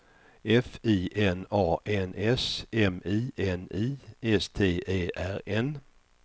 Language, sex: Swedish, male